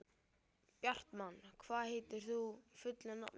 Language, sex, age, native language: Icelandic, male, 11, Icelandic